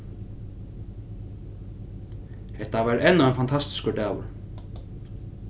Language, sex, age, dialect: Faroese, male, 15-35, Norðurstreymoy/Eysturoy